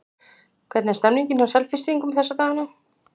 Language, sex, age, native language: Icelandic, female, 60-69, Icelandic